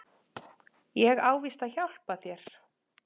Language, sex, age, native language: Icelandic, female, 40-49, Icelandic